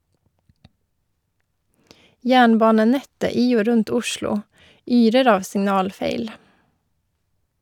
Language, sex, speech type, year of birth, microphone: Norwegian, female, read, 1985, Shure